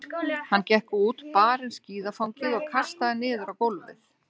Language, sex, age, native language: Icelandic, female, 60-69, Icelandic